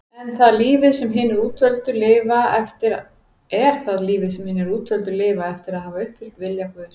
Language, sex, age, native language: Icelandic, female, 40-49, Icelandic